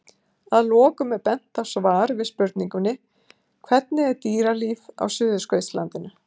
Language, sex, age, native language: Icelandic, female, 50-59, Icelandic